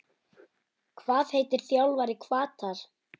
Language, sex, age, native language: Icelandic, male, 9, Icelandic